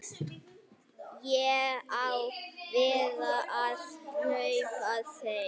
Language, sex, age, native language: Icelandic, female, 40-49, Icelandic